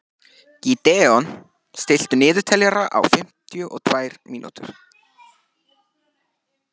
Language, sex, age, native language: Icelandic, male, 14, Icelandic